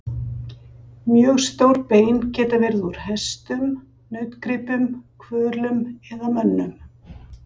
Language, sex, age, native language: Icelandic, female, 60-69, Icelandic